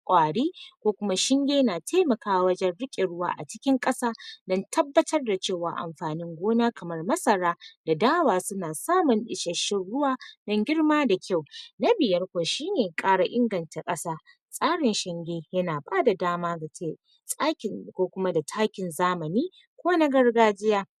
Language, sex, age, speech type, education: Hausa, female, 15-29, spontaneous, tertiary